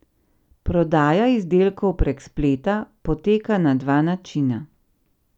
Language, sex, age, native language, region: Slovenian, female, 50-59, Slovenian, Central Slovenia